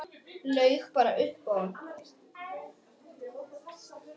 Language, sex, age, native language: Icelandic, male, 10, Icelandic